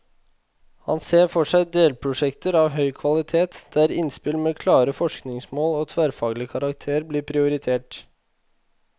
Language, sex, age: Norwegian, male, 21